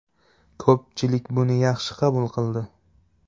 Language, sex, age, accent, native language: Uzbek, male, 25-34, Xorazm, Uzbek